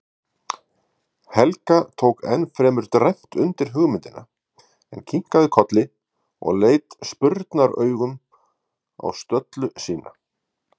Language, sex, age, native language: Icelandic, male, 50-59, Icelandic